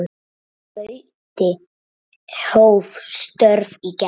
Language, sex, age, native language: Icelandic, female, 7, Icelandic